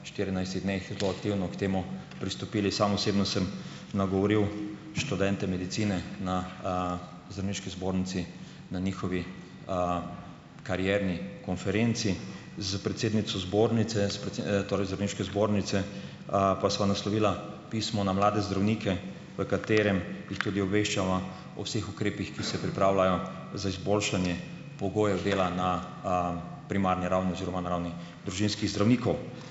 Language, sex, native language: Slovenian, male, Slovenian